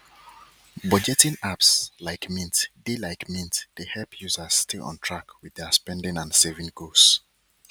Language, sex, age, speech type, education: Nigerian Pidgin, male, 30-45, spontaneous, tertiary